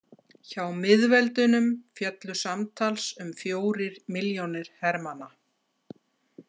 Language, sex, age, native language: Icelandic, female, 50-59, Icelandic